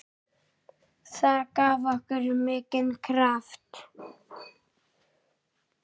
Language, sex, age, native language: Icelandic, male, 9, Icelandic